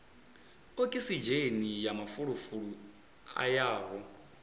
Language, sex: Venda, male